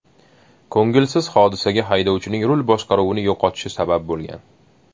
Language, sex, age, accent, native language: Uzbek, male, 18-24, Toshkent shahri, Uzbek